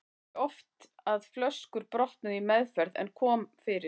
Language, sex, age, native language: Icelandic, female, 40-49, Icelandic